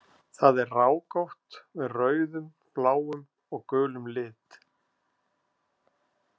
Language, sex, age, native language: Icelandic, male, 50-59, Icelandic